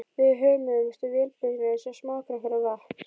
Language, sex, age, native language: Icelandic, female, 12, Icelandic